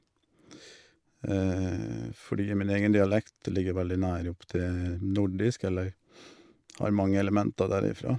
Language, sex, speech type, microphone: Norwegian, male, spontaneous, Shure